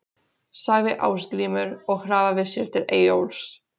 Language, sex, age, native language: Icelandic, female, 16, Polish